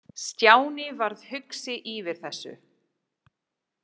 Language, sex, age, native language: Icelandic, female, 40-49, English